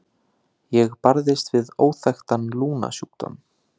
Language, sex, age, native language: Icelandic, male, 30-39, Icelandic